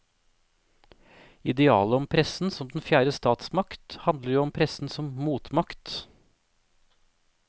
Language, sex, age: Norwegian, male, 28